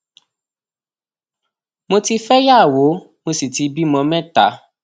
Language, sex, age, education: Yoruba, male, 15-29, tertiary